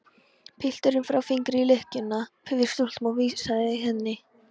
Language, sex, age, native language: Icelandic, female, 13, Polish